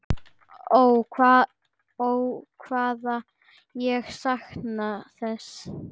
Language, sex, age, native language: Icelandic, male, 10, Icelandic